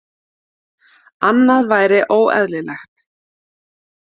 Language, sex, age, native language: Icelandic, female, 30-39, Icelandic